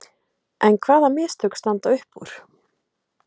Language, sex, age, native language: Icelandic, female, 30-39, Icelandic